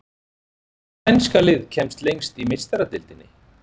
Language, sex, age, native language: Icelandic, male, 40-49, Icelandic